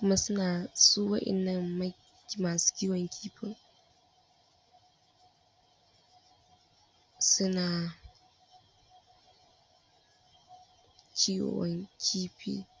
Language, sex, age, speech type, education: Hausa, female, 15-29, spontaneous, tertiary